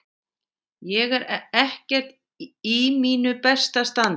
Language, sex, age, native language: Icelandic, female, 60-69, Icelandic